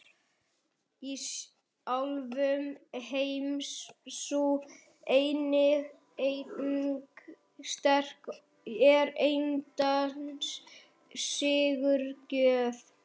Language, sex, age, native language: Icelandic, male, 11, Icelandic